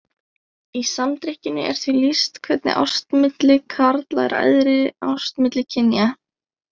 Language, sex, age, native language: Icelandic, female, 20-29, Icelandic